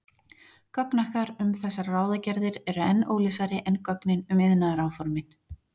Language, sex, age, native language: Icelandic, female, 40-49, Icelandic